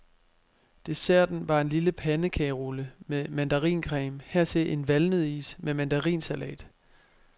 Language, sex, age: Danish, male, 25